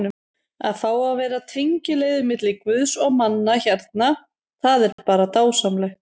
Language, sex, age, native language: Icelandic, female, 30-39, Icelandic